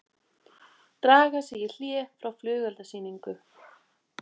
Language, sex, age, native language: Icelandic, female, 20-29, Icelandic